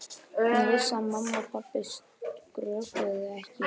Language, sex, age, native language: Icelandic, male, 12, Icelandic